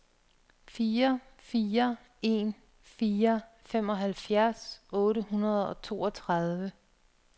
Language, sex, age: Danish, female, 42